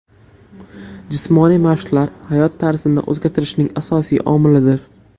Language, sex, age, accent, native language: Uzbek, male, 12-17, Farg'ona, Uzbek